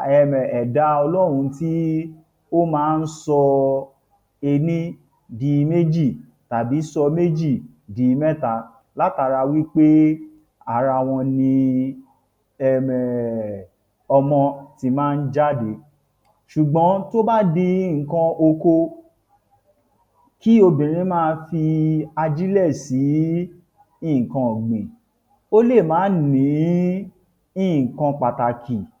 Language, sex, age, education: Yoruba, male, 30-45, tertiary